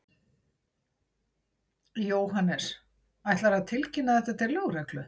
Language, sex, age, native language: Icelandic, female, 60-69, Icelandic